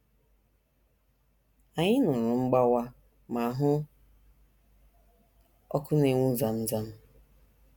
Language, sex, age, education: Igbo, female, 30-45, tertiary